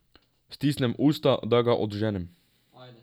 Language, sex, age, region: Slovenian, male, 18-29, Drava region